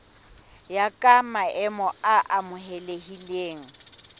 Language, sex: Southern Sotho, female